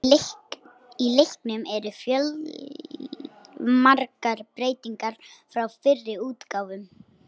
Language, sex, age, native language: Icelandic, female, 60-69, Icelandic